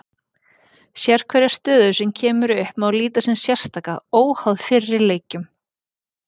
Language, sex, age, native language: Icelandic, female, 40-49, Icelandic